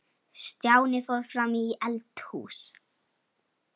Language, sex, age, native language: Icelandic, male, 8, Icelandic